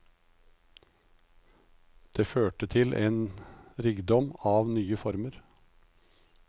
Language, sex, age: Norwegian, male, 56